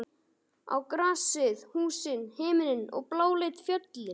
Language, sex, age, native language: Icelandic, male, 12, Icelandic